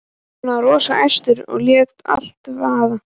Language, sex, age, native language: Icelandic, male, 11, Icelandic